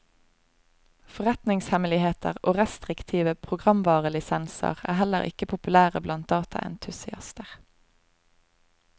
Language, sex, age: Norwegian, female, 25